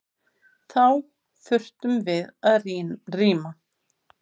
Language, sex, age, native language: Icelandic, female, 50-59, Icelandic